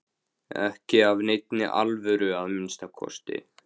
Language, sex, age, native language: Icelandic, male, 15, Icelandic